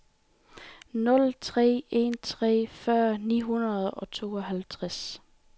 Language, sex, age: Danish, female, 28